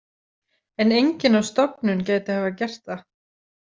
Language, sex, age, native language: Icelandic, female, 40-49, Icelandic